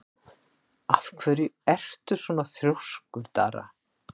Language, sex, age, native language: Icelandic, female, 60-69, Icelandic